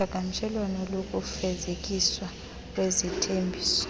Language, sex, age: Xhosa, female, 26